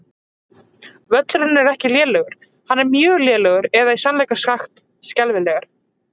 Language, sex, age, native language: Icelandic, female, 20-29, Icelandic